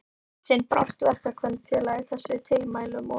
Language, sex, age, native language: Icelandic, female, 12, Icelandic